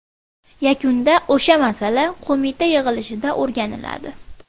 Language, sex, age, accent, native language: Uzbek, female, 12-17, Farg'ona, Uzbek